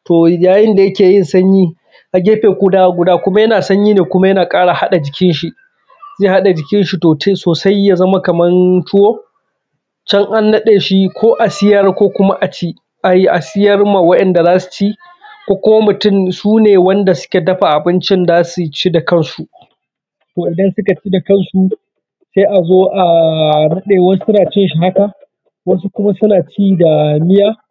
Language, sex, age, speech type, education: Hausa, male, 15-29, spontaneous, primary